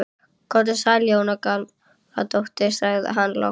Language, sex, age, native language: Icelandic, female, 12, Icelandic